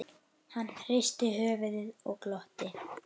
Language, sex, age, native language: Icelandic, male, 9, Icelandic